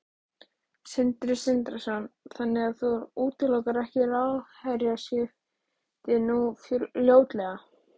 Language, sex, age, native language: Icelandic, female, 13, Icelandic